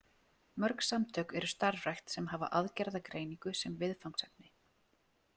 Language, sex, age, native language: Icelandic, female, 40-49, Icelandic